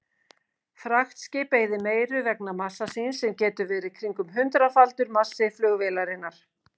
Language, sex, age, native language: Icelandic, female, 50-59, Icelandic